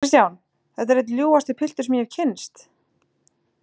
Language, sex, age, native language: Icelandic, female, 20-29, Icelandic